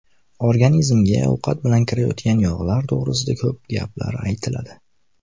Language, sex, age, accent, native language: Uzbek, male, 19-29, Namangan, Uzbek